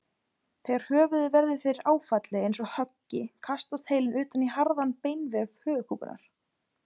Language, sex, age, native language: Icelandic, female, 20-29, Icelandic